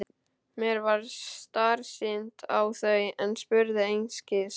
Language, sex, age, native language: Icelandic, male, 12, Icelandic